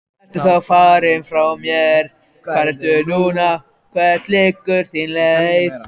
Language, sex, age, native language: Icelandic, other, 14, Icelandic